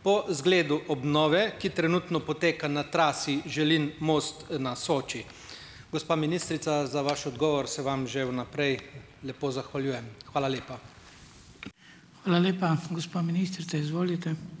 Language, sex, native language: Slovenian, male, Slovenian